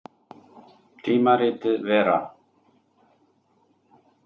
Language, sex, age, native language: Icelandic, male, 30-39, Icelandic